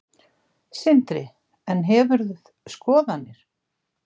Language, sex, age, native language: Icelandic, female, 60-69, Icelandic